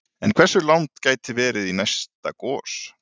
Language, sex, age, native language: Icelandic, male, 40-49, Icelandic